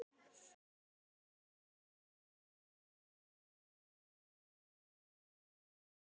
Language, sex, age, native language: Icelandic, male, 10, Icelandic